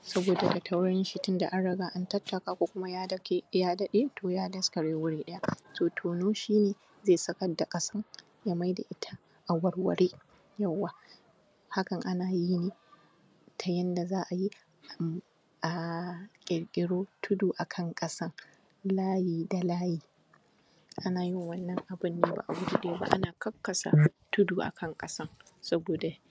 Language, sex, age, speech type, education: Hausa, female, 15-29, spontaneous, primary